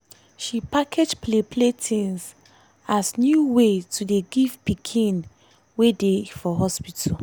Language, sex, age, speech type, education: Nigerian Pidgin, female, 15-29, spontaneous, tertiary